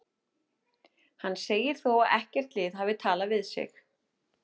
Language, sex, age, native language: Icelandic, female, 30-39, Icelandic